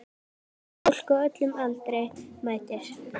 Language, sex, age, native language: Icelandic, female, 10, Icelandic